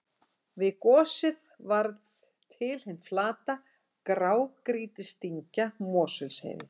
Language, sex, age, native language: Icelandic, female, 60-69, Icelandic